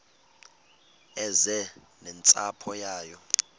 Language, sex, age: Xhosa, male, 22